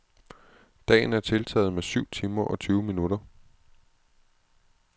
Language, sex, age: Danish, male, 36